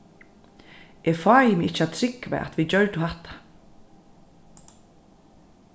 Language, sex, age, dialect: Faroese, female, 36-60, Norðurstreymoy/Eysturoy